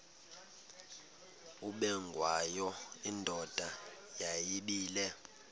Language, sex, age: Xhosa, male, 22